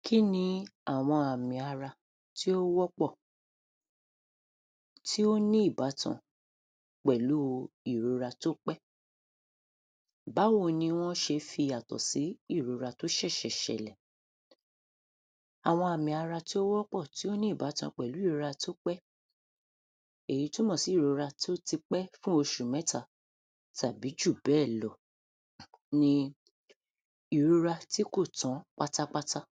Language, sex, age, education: Yoruba, female, 30-45, tertiary